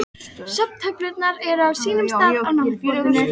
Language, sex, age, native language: Icelandic, female, 13, Icelandic